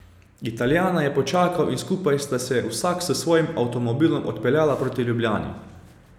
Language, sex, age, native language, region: Slovenian, male, 30-49, Slovenian, Savinja region